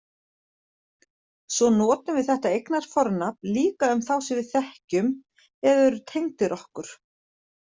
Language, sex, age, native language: Icelandic, female, 40-49, Icelandic